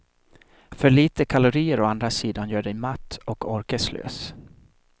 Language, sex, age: Swedish, male, 37